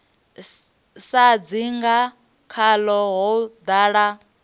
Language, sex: Venda, female